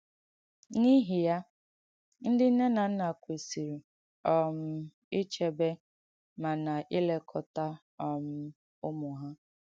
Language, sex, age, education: Igbo, female, 15-29, tertiary